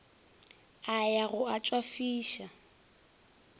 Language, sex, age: Northern Sotho, female, 20